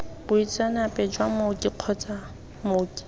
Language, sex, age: Tswana, female, 19